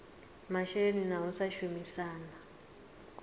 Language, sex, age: Venda, female, 39